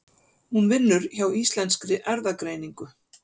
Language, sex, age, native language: Icelandic, female, 50-59, Icelandic